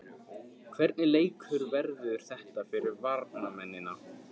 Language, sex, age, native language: Icelandic, male, 15, Icelandic